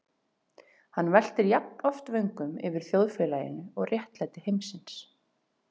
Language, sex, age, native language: Icelandic, female, 30-39, Icelandic